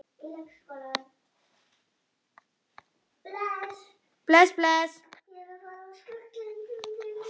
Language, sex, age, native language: Icelandic, male, 10, Icelandic